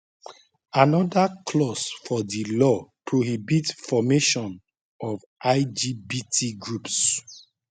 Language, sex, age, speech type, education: Nigerian Pidgin, male, 30-45, spontaneous, tertiary